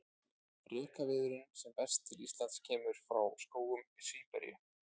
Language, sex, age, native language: Icelandic, male, 20-29, Icelandic